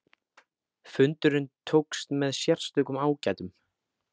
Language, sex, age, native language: Icelandic, male, 18-19, Icelandic